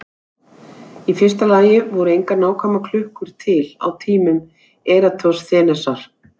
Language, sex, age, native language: Icelandic, female, 60-69, Icelandic